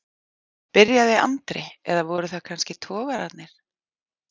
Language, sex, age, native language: Icelandic, female, 40-49, Icelandic